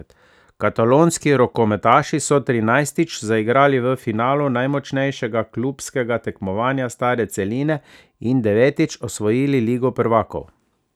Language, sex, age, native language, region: Slovenian, male, 30-49, Slovenian, Savinja region